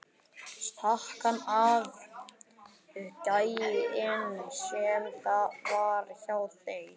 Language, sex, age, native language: Icelandic, male, 11, Icelandic